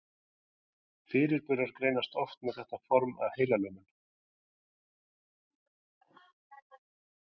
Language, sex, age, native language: Icelandic, male, 40-49, Icelandic